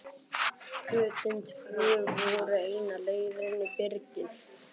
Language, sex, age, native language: Icelandic, male, 11, Icelandic